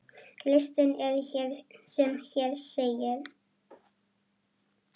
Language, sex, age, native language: Icelandic, female, 9, Icelandic